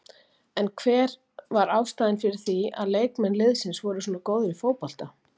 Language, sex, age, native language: Icelandic, female, 40-49, Icelandic